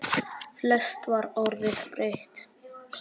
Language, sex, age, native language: Icelandic, male, 10, Icelandic